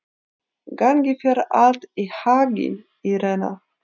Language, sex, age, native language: Icelandic, female, 30-39, Icelandic